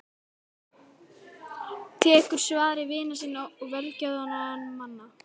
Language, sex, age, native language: Icelandic, female, 13, Icelandic